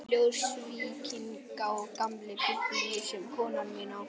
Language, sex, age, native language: Icelandic, male, 11, Icelandic